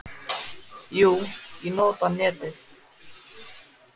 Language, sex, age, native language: Icelandic, male, 10, Icelandic